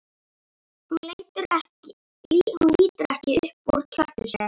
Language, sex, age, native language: Icelandic, female, 11, Icelandic